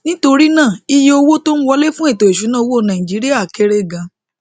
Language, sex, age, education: Yoruba, female, 30-45, tertiary